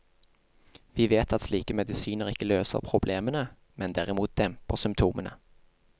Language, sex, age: Norwegian, male, 28